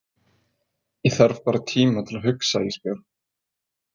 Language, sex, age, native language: Icelandic, male, 20-29, Icelandic